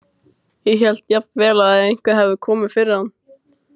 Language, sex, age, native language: Icelandic, female, 16, Icelandic